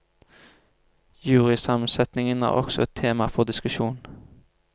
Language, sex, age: Norwegian, male, 25